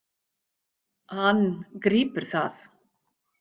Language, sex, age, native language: Icelandic, female, 50-59, Icelandic